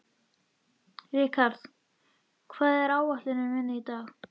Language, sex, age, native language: Icelandic, female, 13, Icelandic